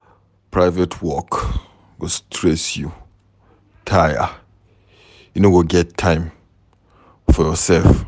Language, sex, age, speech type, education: Nigerian Pidgin, male, 15-29, read, secondary